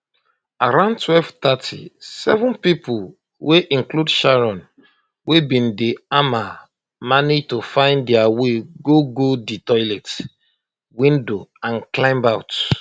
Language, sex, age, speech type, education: Nigerian Pidgin, male, 30-45, spontaneous, tertiary